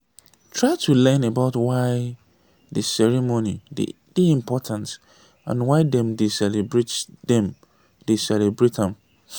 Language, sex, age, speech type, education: Nigerian Pidgin, male, 30-45, spontaneous, tertiary